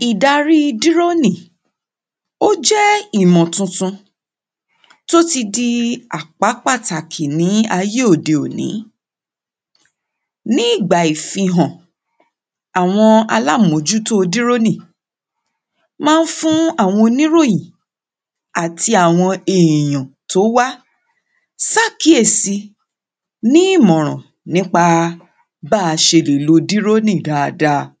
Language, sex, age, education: Yoruba, female, 30-45, secondary